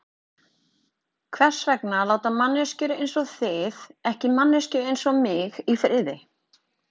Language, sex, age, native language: Icelandic, female, 30-39, Icelandic